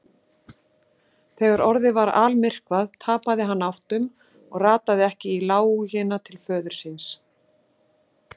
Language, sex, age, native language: Icelandic, female, 60-69, Icelandic